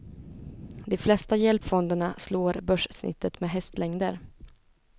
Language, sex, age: Swedish, female, 20